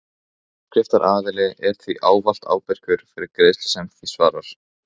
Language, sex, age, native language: Icelandic, male, 15, Icelandic